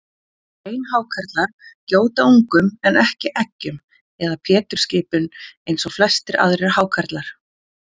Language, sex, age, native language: Icelandic, female, 40-49, Icelandic